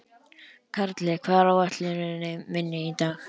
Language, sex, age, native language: Icelandic, male, 11, Icelandic